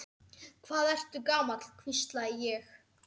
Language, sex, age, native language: Icelandic, male, 10, Icelandic